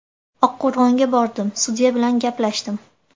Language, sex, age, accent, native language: Uzbek, female, 18-24, Andijon, Uzbek